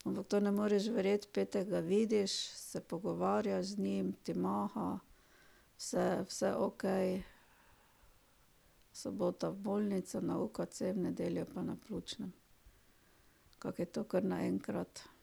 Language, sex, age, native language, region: Slovenian, female, 60+, Slovenian, Drava region